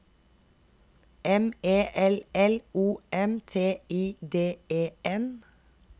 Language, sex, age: Norwegian, female, 32